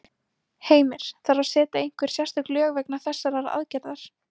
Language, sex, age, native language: Icelandic, female, 18-19, Icelandic